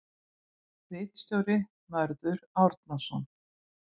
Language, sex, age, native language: Icelandic, female, 20-29, Icelandic